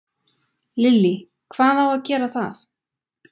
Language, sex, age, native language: Icelandic, female, 20-29, Icelandic